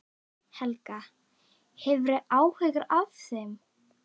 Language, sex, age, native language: Icelandic, female, 9, Icelandic